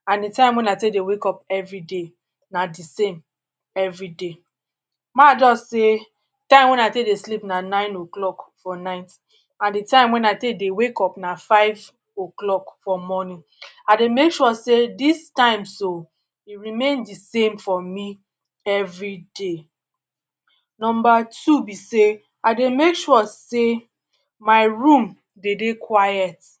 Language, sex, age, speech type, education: Nigerian Pidgin, male, 60+, spontaneous, tertiary